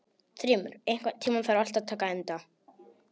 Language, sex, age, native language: Icelandic, male, 18-19, Polish